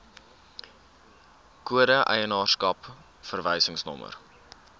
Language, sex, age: Afrikaans, male, 19